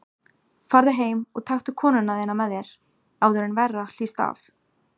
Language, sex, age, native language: Icelandic, female, 18-19, Icelandic